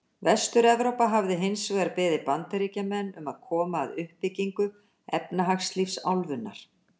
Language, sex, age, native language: Icelandic, female, 60-69, Icelandic